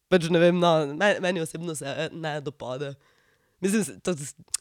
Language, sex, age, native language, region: Slovenian, female, 18-29, Slovenian, Drava region